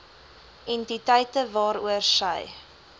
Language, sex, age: Afrikaans, female, 20